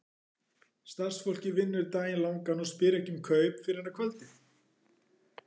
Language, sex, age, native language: Icelandic, male, 40-49, Icelandic